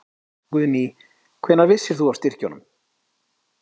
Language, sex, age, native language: Icelandic, male, 30-39, Icelandic